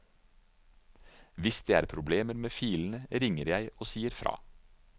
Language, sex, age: Norwegian, male, 49